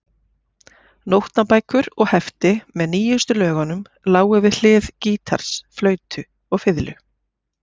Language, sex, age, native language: Icelandic, female, 40-49, Icelandic